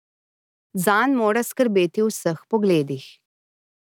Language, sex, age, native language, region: Slovenian, female, 30-49, Slovenian, Drava region